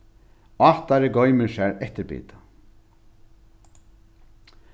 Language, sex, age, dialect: Faroese, male, 36-60, Norðurstreymoy/Eysturoy